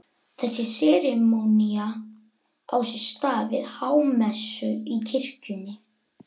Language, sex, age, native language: Icelandic, male, 11, Icelandic